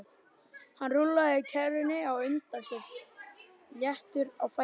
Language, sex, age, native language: Icelandic, male, 12, Icelandic